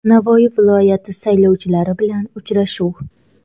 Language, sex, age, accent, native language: Uzbek, female, 18-24, Navoiy, Uzbek